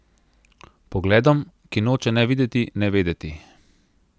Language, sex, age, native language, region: Slovenian, male, 30-49, Slovenian, Central Slovenia